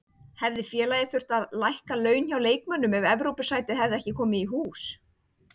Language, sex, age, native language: Icelandic, female, 30-39, Icelandic